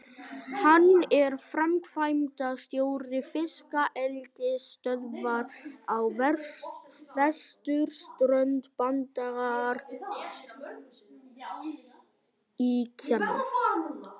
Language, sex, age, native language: Icelandic, male, 11, Icelandic